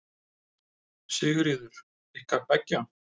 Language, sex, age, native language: Icelandic, male, 30-39, Icelandic